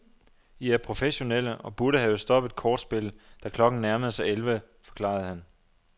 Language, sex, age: Danish, male, 27